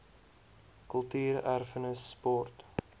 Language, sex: Afrikaans, male